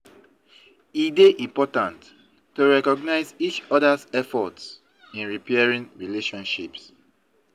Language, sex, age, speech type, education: Nigerian Pidgin, male, 30-45, spontaneous, tertiary